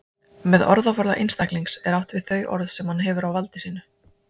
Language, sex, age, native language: Icelandic, female, 20-29, Icelandic